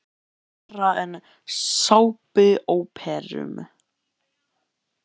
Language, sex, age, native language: Icelandic, male, 11, Icelandic